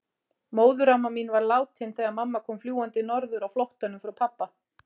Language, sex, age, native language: Icelandic, female, 40-49, Icelandic